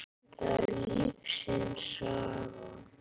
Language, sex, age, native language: Icelandic, male, 8, Icelandic